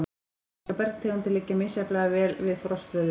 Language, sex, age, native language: Icelandic, female, 14, Icelandic